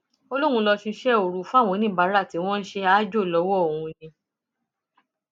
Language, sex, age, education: Yoruba, female, 30-45, tertiary